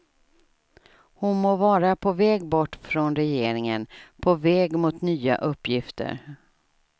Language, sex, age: Swedish, female, 67